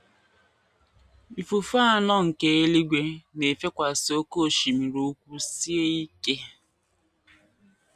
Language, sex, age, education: Igbo, female, 15-29, tertiary